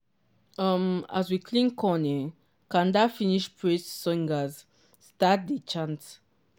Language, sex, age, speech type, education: Nigerian Pidgin, female, 15-29, spontaneous, tertiary